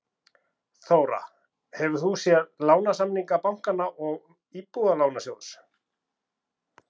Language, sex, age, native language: Icelandic, male, 40-49, Icelandic